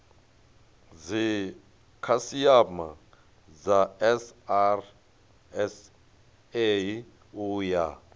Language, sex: Venda, male